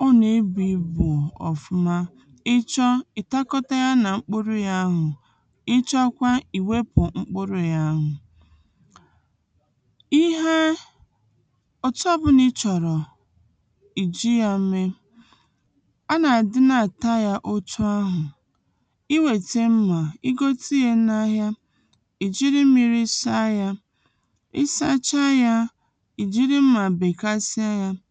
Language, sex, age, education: Igbo, female, 30-45, tertiary